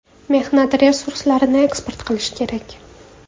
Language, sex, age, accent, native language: Uzbek, female, 25-34, Toshkent shahri, Uzbek